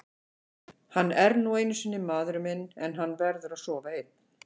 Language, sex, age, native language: Icelandic, female, 50-59, Icelandic